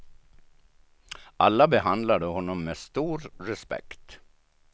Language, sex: Swedish, male